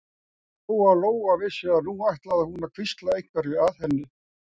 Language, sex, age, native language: Icelandic, male, 60-69, Icelandic